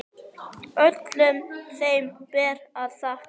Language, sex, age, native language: Icelandic, female, 10, Icelandic